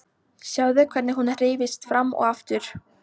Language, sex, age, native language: Icelandic, female, 18-19, Polish